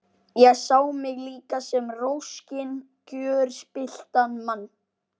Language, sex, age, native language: Icelandic, male, 12, Icelandic